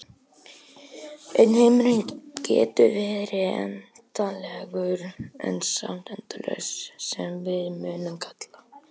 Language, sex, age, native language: Icelandic, male, 18-19, Icelandic